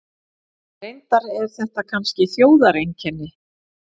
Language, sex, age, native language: Icelandic, female, 40-49, Icelandic